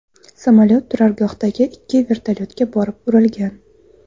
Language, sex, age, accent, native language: Uzbek, female, 19-29, Toshkent viloyati, Uzbek